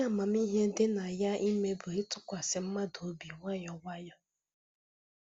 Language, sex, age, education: Igbo, female, 15-29, tertiary